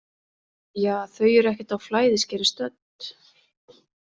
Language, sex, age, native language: Icelandic, female, 40-49, Icelandic